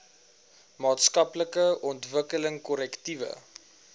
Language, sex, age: Afrikaans, male, 19